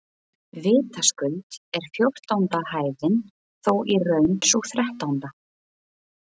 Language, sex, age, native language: Icelandic, female, 20-29, Icelandic